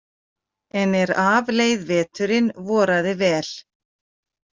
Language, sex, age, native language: Icelandic, female, 40-49, Icelandic